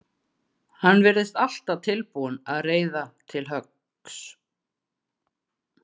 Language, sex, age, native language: Icelandic, female, 40-49, Icelandic